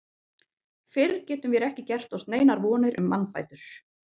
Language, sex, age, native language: Icelandic, female, 40-49, Icelandic